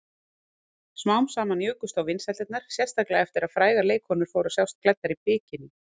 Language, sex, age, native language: Icelandic, female, 40-49, Icelandic